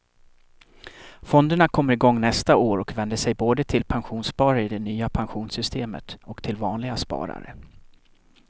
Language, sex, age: Swedish, male, 37